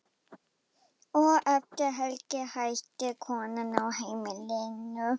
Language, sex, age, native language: Icelandic, female, 11, German